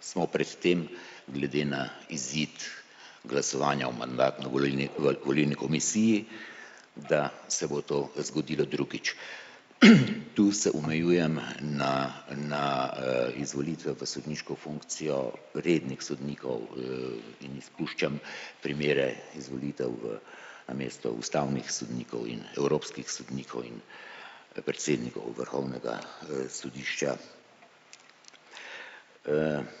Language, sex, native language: Slovenian, male, Slovenian